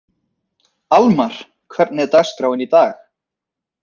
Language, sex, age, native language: Icelandic, male, 20-29, Icelandic